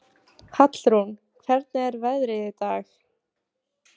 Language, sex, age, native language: Icelandic, female, 18-19, Icelandic